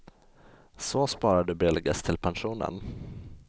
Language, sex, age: Swedish, male, 20